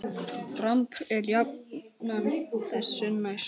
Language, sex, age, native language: Icelandic, male, 10, Icelandic